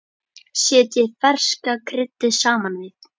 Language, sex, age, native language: Icelandic, male, 10, Icelandic